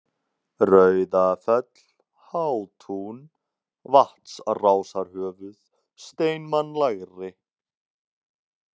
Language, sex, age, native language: Icelandic, male, 30-39, Icelandic